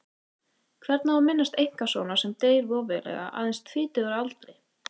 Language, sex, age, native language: Icelandic, female, 18-19, Icelandic